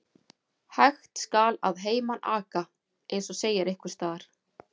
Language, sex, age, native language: Icelandic, female, 40-49, Icelandic